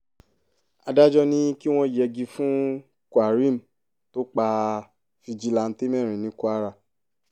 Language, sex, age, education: Yoruba, male, 15-29, tertiary